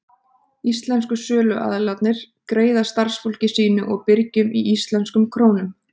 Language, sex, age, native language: Icelandic, female, 30-39, Icelandic